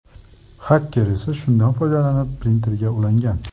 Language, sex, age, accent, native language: Uzbek, male, 25-34, Sirdaryo, Uzbek